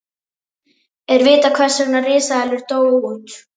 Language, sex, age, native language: Icelandic, female, 18-19, Icelandic